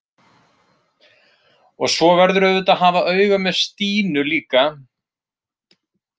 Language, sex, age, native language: Icelandic, male, 30-39, Icelandic